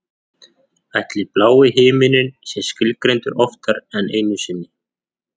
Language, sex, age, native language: Icelandic, male, 40-49, Icelandic